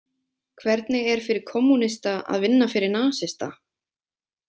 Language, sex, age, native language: Icelandic, female, 20-29, Icelandic